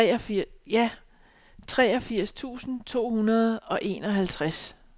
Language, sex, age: Danish, female, 62